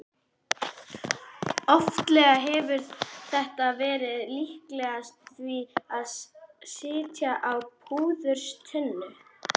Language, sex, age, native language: Icelandic, male, 11, Icelandic